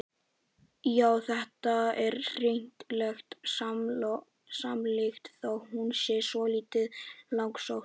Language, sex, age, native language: Icelandic, male, 11, Icelandic